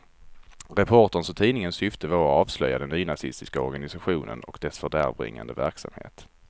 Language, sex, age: Swedish, male, 34